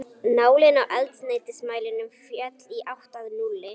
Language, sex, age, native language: Icelandic, female, 11, Icelandic